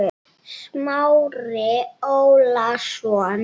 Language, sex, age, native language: Icelandic, female, 7, Icelandic